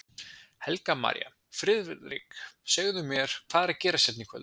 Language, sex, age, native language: Icelandic, male, 20-29, Icelandic